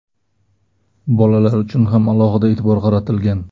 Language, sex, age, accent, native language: Uzbek, male, 18-24, Navoiy, Uzbek